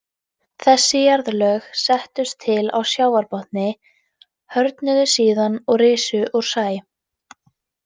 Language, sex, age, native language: Icelandic, female, 18-19, Icelandic